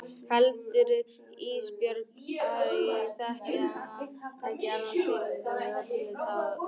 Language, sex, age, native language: Icelandic, other, 18-19, Icelandic